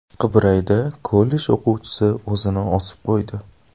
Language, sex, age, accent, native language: Uzbek, male, 18-24, Toshkent shahri, Uzbek